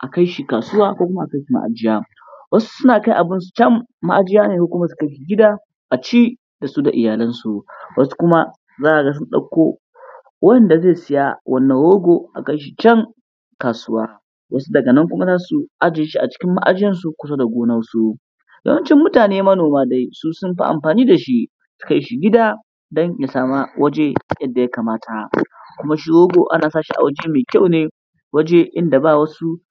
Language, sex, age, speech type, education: Hausa, male, 15-29, spontaneous, primary